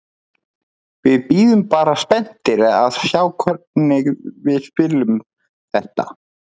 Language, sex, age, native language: Icelandic, male, 30-39, Icelandic